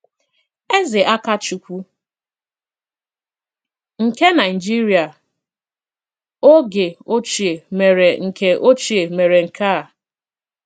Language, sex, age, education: Igbo, female, 15-29, secondary